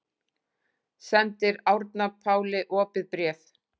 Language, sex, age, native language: Icelandic, female, 40-49, Icelandic